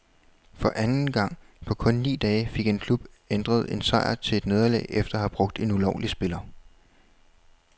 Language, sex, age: Danish, male, 21